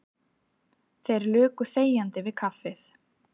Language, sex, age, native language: Icelandic, female, 30-39, Icelandic